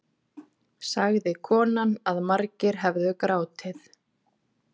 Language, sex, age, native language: Icelandic, female, 30-39, Icelandic